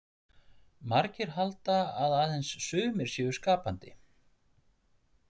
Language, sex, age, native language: Icelandic, male, 40-49, Icelandic